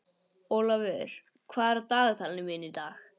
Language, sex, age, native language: Icelandic, male, 11, English